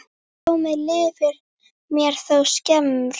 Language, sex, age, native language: Icelandic, female, 8, Icelandic